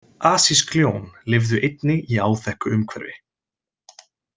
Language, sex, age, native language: Icelandic, male, 20-29, Icelandic